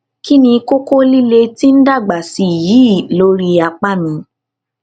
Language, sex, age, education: Yoruba, female, 15-29, tertiary